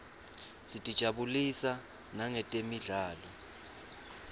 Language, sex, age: Swati, male, 23